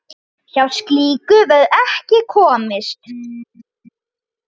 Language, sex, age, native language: Icelandic, male, 9, Icelandic